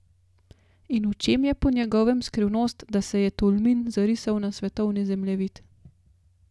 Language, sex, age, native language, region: Slovenian, female, 30-49, Slovenian, Gorenjska region